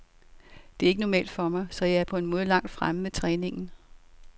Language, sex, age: Danish, female, 67